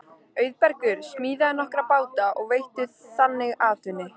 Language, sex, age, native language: Icelandic, female, 13, Icelandic